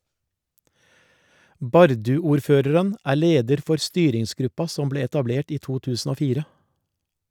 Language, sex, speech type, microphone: Norwegian, male, read, Shure